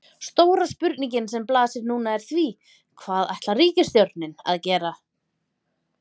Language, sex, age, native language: Icelandic, female, 30-39, Icelandic